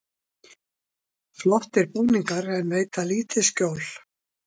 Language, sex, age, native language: Icelandic, female, 60-69, Icelandic